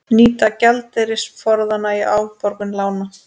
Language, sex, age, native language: Icelandic, female, 20-29, Icelandic